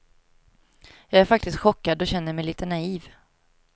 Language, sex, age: Swedish, female, 22